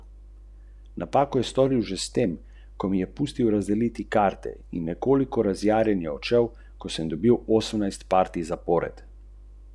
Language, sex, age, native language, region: Slovenian, male, 30-49, Slovenian, Central Slovenia